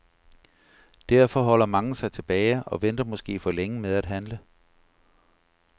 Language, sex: Danish, male